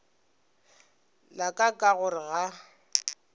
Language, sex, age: Northern Sotho, female, 25